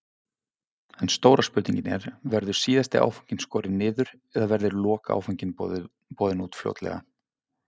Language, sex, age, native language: Icelandic, male, 50-59, Icelandic